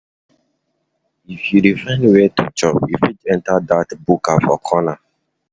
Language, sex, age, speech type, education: Nigerian Pidgin, male, 15-29, spontaneous, tertiary